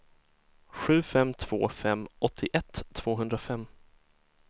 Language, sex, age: Swedish, male, 23